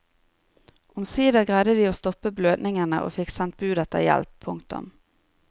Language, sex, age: Norwegian, female, 30